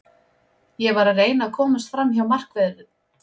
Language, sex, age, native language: Icelandic, female, 20-29, Icelandic